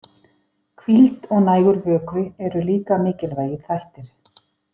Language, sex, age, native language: Icelandic, female, 50-59, Icelandic